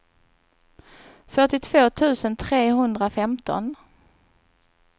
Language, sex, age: Swedish, female, 39